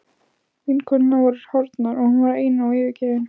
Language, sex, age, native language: Icelandic, female, 15, Icelandic